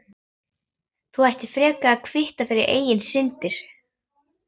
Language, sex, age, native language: Icelandic, female, 11, Icelandic